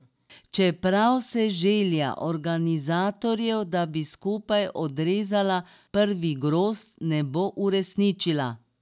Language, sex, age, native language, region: Slovenian, female, 60+, Slovenian, Drava region